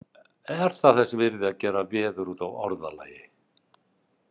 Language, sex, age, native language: Icelandic, male, 60-69, Icelandic